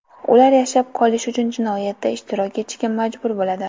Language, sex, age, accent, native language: Uzbek, female, 18-24, Toshkent viloyati, Uzbek